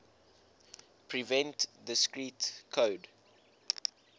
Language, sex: English, male